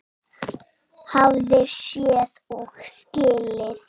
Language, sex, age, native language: Icelandic, female, 7, Icelandic